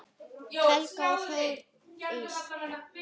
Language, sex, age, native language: Icelandic, female, 9, Icelandic